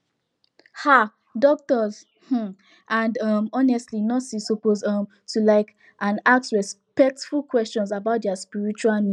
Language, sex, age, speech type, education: Nigerian Pidgin, female, 15-29, spontaneous, tertiary